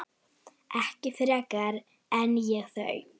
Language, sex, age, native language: Icelandic, female, 9, Icelandic